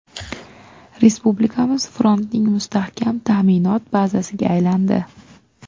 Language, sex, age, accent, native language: Uzbek, female, 18-24, Qashqadaryo, Uzbek